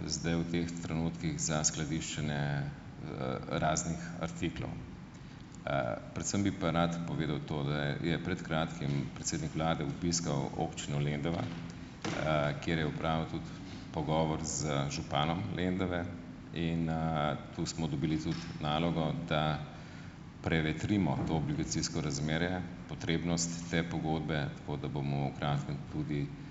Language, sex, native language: Slovenian, male, Slovenian